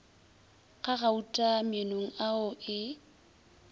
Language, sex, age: Northern Sotho, female, 20